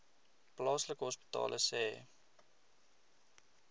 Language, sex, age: Afrikaans, male, 20